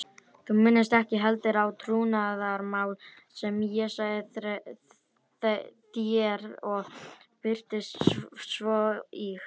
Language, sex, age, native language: Icelandic, female, 30-39, Icelandic